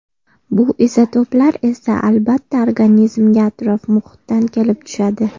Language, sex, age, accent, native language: Uzbek, female, 18-24, Andijon, Uzbek